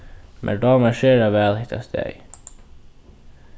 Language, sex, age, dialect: Faroese, male, 15-35, Norðurstreymoy/Eysturoy